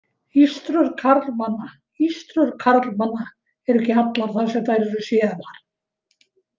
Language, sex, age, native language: Icelandic, female, 70-79, Icelandic